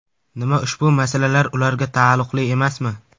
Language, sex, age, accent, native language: Uzbek, male, 25-34, Samarqand, Uzbek